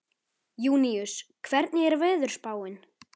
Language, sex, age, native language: Icelandic, male, 13, Icelandic